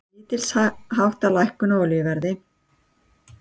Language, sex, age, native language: Icelandic, female, 60-69, Icelandic